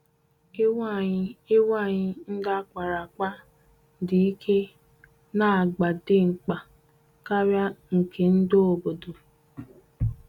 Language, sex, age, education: Igbo, female, 15-29, tertiary